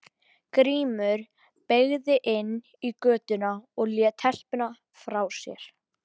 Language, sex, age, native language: Icelandic, female, 12, Icelandic